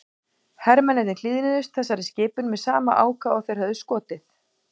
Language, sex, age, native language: Icelandic, female, 18-19, Icelandic